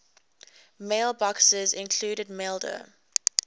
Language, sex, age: English, female, 21